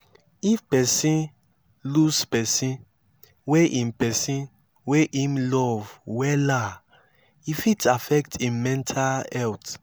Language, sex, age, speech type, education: Nigerian Pidgin, male, 15-29, spontaneous, tertiary